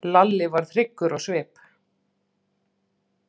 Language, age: Icelandic, 40-49